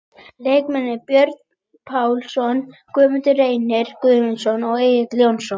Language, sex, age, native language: Icelandic, female, 20-29, Icelandic